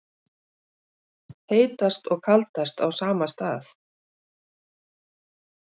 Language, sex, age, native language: Icelandic, female, 60-69, Icelandic